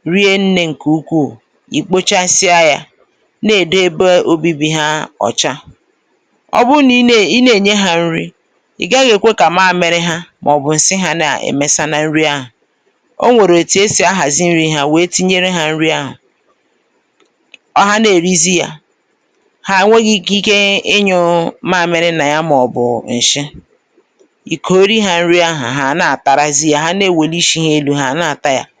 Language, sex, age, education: Igbo, male, 30-45, tertiary